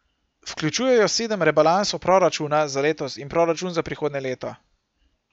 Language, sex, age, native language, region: Slovenian, male, 18-29, Slovenian, Gorenjska region